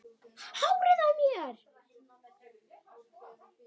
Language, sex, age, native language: Icelandic, female, 10, Icelandic